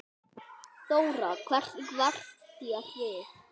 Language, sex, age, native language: Icelandic, male, 9, Icelandic